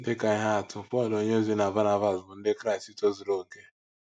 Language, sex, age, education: Igbo, male, 15-29, tertiary